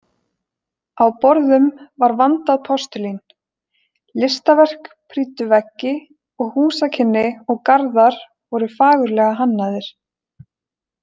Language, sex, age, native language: Icelandic, female, 20-29, Icelandic